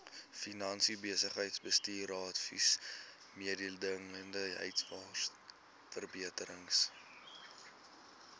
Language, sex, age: Afrikaans, male, 19